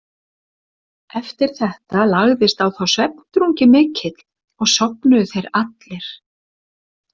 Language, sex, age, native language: Icelandic, female, 60-69, Icelandic